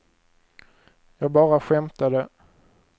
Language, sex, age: Swedish, male, 23